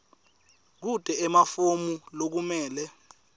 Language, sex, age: Swati, male, 19